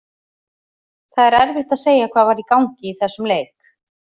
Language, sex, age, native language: Icelandic, female, 30-39, Icelandic